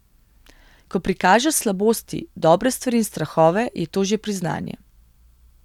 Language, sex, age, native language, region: Slovenian, female, 18-29, Slovenian, Gorenjska region